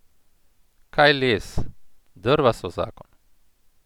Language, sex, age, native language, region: Slovenian, male, 50-59, Slovenian, Central Slovenia